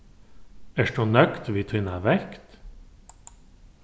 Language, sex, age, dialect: Faroese, male, 36-60, Norðurstreymoy/Eysturoy